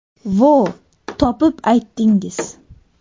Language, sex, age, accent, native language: Uzbek, female, under 19, Sirdaryo, Uzbek